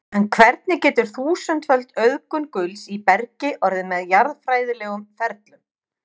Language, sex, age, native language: Icelandic, female, 50-59, Icelandic